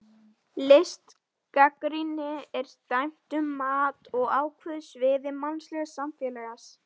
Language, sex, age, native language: Icelandic, female, 12, Icelandic